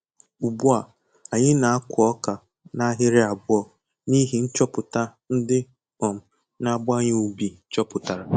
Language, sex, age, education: Igbo, male, 15-29, tertiary